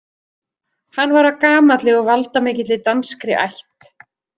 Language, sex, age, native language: Icelandic, female, 30-39, Icelandic